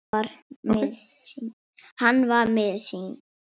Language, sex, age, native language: Icelandic, female, 6, Icelandic